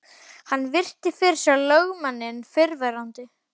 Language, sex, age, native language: Icelandic, male, 12, Icelandic